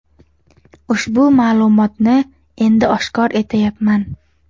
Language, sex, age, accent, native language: Uzbek, female, under 19, Toshkent shahri, Uzbek